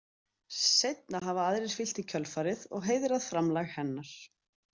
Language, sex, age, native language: Icelandic, female, 30-39, Icelandic